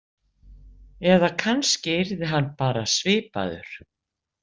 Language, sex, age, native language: Icelandic, female, 60-69, Icelandic